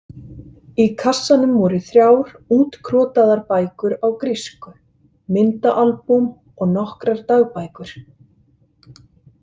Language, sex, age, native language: Icelandic, male, 50-59, Icelandic